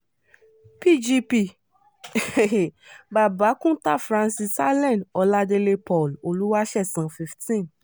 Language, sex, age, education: Yoruba, female, 15-29, tertiary